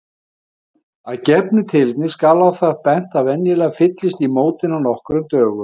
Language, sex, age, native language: Icelandic, male, 50-59, Icelandic